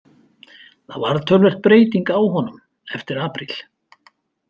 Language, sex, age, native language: Icelandic, male, 50-59, Icelandic